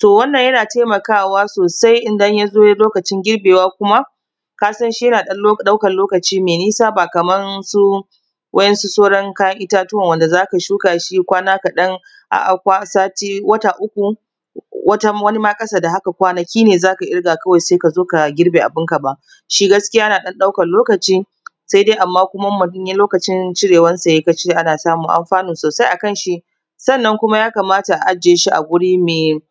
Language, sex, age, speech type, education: Hausa, female, 30-45, spontaneous, tertiary